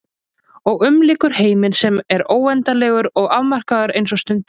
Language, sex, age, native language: Icelandic, female, 20-29, Icelandic